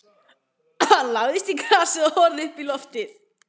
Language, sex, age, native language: Icelandic, female, 15, Icelandic